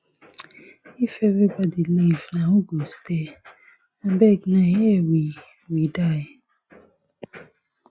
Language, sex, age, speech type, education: Nigerian Pidgin, female, 15-29, spontaneous, tertiary